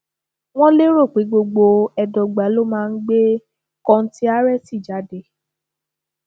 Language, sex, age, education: Yoruba, female, 15-29, tertiary